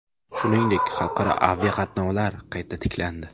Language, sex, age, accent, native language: Uzbek, male, 18-24, Samarqand, Uzbek